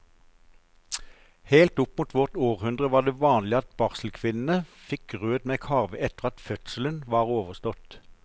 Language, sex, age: Norwegian, male, 54